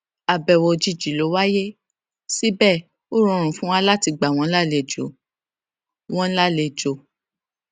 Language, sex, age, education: Yoruba, female, 15-29, tertiary